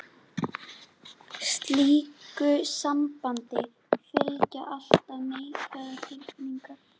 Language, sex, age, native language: Icelandic, female, 11, Icelandic